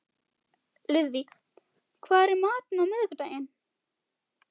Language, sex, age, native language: Icelandic, female, 12, Icelandic